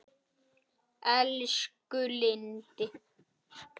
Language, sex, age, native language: Icelandic, male, 8, Icelandic